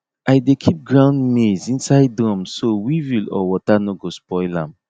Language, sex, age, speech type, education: Nigerian Pidgin, male, 30-45, spontaneous, tertiary